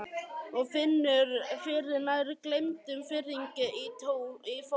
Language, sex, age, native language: Icelandic, male, 11, Icelandic